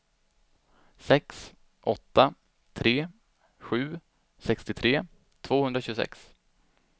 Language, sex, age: Swedish, male, 25